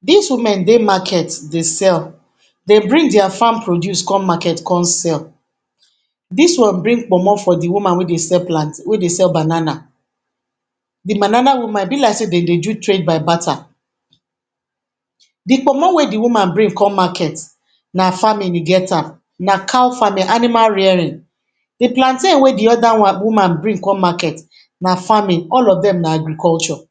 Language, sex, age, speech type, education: Nigerian Pidgin, female, 46-60, spontaneous, tertiary